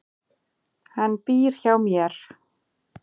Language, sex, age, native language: Icelandic, female, 40-49, Icelandic